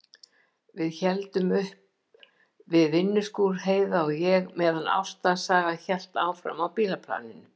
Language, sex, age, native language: Icelandic, female, 70-79, Icelandic